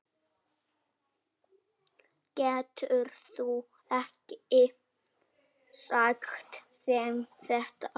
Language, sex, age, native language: Icelandic, female, 6, Icelandic